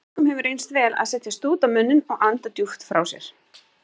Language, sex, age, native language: Icelandic, female, 30-39, Icelandic